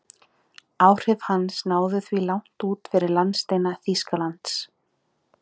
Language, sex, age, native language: Icelandic, female, 30-39, Icelandic